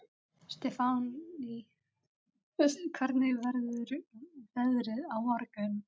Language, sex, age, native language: Icelandic, male, 13, Polish